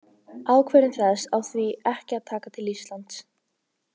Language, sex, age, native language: Icelandic, female, 18-19, Icelandic